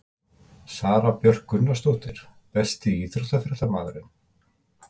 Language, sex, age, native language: Icelandic, male, 50-59, Icelandic